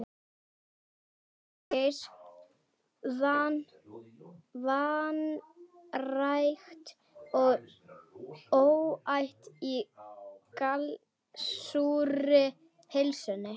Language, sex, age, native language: Icelandic, female, 12, Icelandic